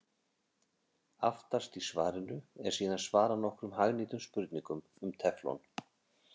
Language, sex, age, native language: Icelandic, male, 50-59, Icelandic